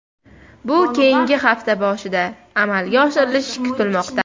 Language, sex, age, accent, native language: Uzbek, female, under 19, Toshkent viloyati, Uzbek